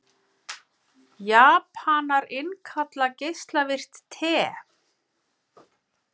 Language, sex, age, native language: Icelandic, female, 50-59, Icelandic